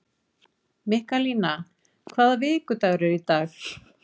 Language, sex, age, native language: Icelandic, female, 40-49, Icelandic